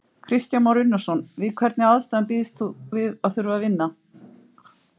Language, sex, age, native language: Icelandic, female, 50-59, Icelandic